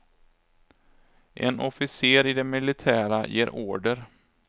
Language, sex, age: Swedish, male, 27